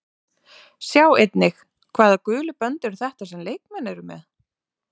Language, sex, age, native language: Icelandic, female, 30-39, Icelandic